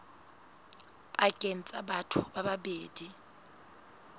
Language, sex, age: Southern Sotho, female, 19